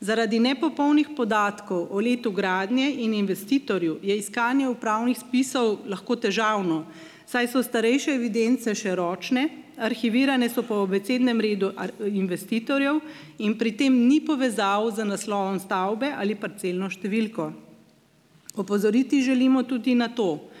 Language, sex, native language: Slovenian, female, Slovenian